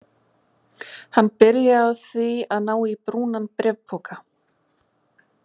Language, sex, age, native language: Icelandic, female, 40-49, Icelandic